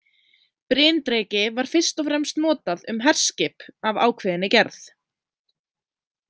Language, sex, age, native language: Icelandic, female, 20-29, Icelandic